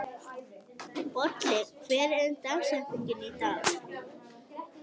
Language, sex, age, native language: Icelandic, male, 18-19, Icelandic